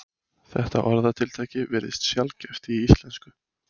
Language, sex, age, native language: Icelandic, male, 20-29, Icelandic